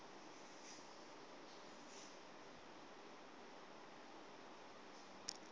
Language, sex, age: South Ndebele, male, 25